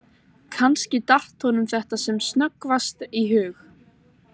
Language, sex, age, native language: Icelandic, female, 15, Icelandic